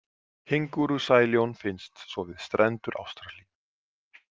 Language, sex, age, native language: Icelandic, male, 40-49, Icelandic